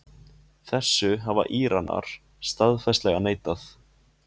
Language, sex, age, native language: Icelandic, male, 20-29, Icelandic